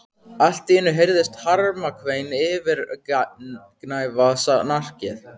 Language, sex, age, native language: Icelandic, male, 15, Icelandic